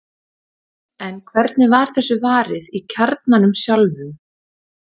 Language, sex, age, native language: Icelandic, female, 30-39, Icelandic